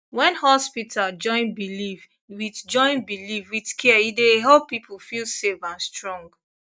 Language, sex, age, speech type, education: Nigerian Pidgin, female, 15-29, spontaneous, tertiary